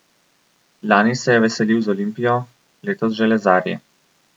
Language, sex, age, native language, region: Slovenian, male, 18-29, Slovenian, Coastal Karst region